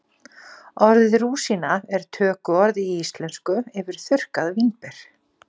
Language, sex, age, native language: Icelandic, female, 40-49, Icelandic